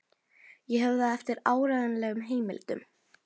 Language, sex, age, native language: Icelandic, female, 11, Norwegian